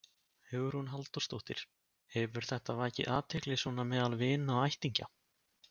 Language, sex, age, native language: Icelandic, male, 20-29, Icelandic